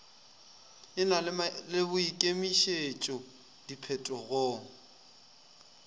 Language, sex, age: Northern Sotho, male, 20